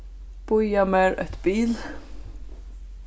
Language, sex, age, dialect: Faroese, female, 15-35, Suðurstreymoy